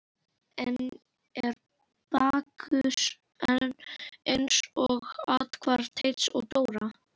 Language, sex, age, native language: Icelandic, female, 11, Icelandic